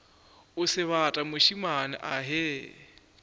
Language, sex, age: Northern Sotho, male, 24